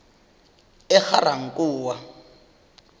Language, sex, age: South Ndebele, male, 21